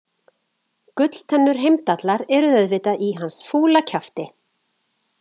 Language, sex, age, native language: Icelandic, female, 40-49, Icelandic